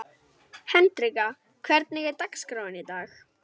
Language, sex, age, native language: Icelandic, male, 12, Icelandic